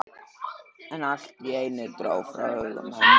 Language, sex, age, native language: Icelandic, male, 13, Icelandic